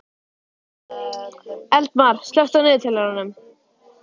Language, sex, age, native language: Icelandic, female, 12, Icelandic